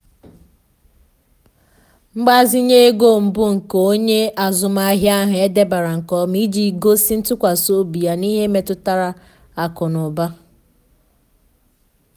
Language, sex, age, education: Igbo, female, 15-29, tertiary